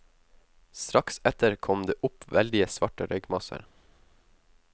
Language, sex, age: Norwegian, male, 19